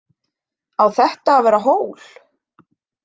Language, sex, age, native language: Icelandic, female, 20-29, Icelandic